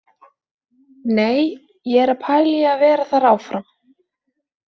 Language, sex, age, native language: Icelandic, female, 20-29, Icelandic